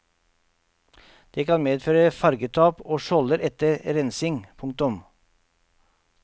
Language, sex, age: Norwegian, male, 48